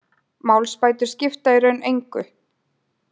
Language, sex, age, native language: Icelandic, female, 20-29, Icelandic